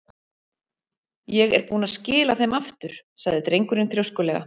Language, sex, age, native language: Icelandic, female, 40-49, Icelandic